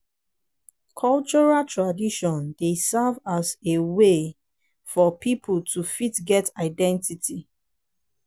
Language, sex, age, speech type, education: Nigerian Pidgin, female, 15-29, spontaneous, tertiary